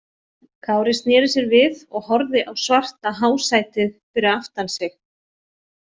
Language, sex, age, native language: Icelandic, female, 40-49, Icelandic